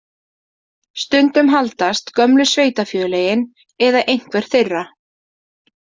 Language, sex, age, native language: Icelandic, female, 30-39, Icelandic